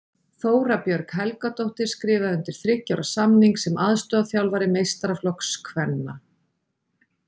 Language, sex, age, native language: Icelandic, female, 40-49, Icelandic